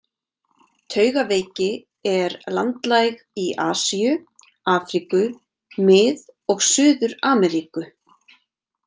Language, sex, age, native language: Icelandic, female, 30-39, Icelandic